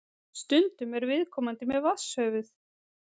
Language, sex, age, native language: Icelandic, female, 30-39, Icelandic